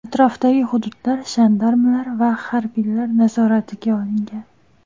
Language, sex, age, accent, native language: Uzbek, female, 18-24, Toshkent shahri, Uzbek